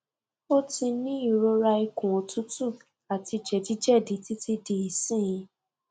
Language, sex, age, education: Yoruba, female, 15-29, tertiary